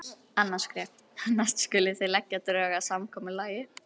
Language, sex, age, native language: Icelandic, female, 11, Icelandic